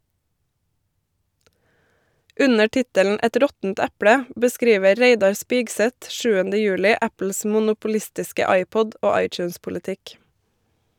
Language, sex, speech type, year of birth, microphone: Norwegian, female, read, 1988, Shure